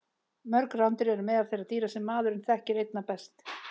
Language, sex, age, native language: Icelandic, female, 30-39, Icelandic